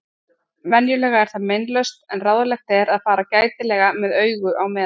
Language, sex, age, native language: Icelandic, female, 40-49, Icelandic